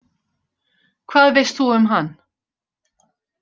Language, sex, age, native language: Icelandic, female, 60-69, Icelandic